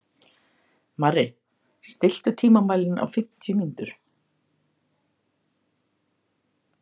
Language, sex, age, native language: Icelandic, female, 60-69, Icelandic